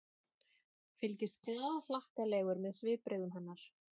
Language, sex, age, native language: Icelandic, female, 30-39, Icelandic